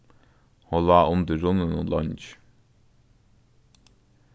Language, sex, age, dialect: Faroese, male, 15-35, Norðurstreymoy/Eysturoy